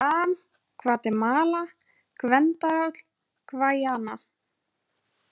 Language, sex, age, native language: Icelandic, female, 20-29, Icelandic